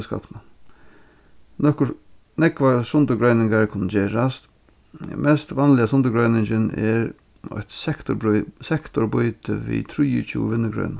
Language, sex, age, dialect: Faroese, male, 36-60, Norðurstreymoy/Eysturoy